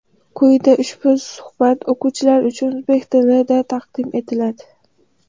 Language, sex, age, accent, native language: Uzbek, female, under 19, Farg'ona, Uzbek